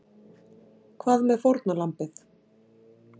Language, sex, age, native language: Icelandic, female, 60-69, Icelandic